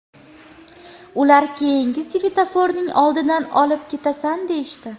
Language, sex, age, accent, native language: Uzbek, female, 18-24, Andijon, Uzbek